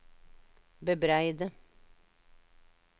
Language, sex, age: Norwegian, female, 59